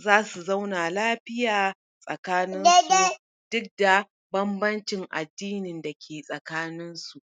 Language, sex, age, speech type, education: Hausa, female, 30-45, spontaneous, tertiary